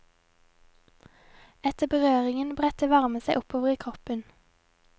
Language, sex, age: Norwegian, female, 22